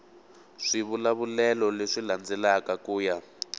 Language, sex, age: Tsonga, male, 18